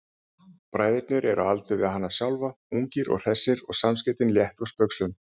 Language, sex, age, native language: Icelandic, male, 40-49, Icelandic